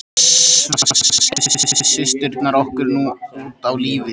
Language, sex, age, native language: Icelandic, male, 13, Icelandic